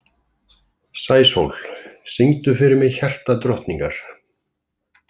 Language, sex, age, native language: Icelandic, male, 50-59, Icelandic